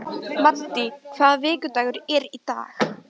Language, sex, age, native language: Icelandic, female, 13, Icelandic